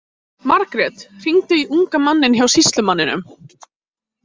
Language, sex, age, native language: Icelandic, female, 18-19, Icelandic